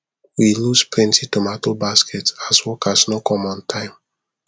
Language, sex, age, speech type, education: Nigerian Pidgin, male, 15-29, spontaneous, tertiary